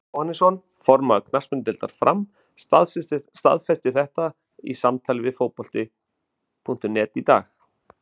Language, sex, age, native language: Icelandic, male, 40-49, Icelandic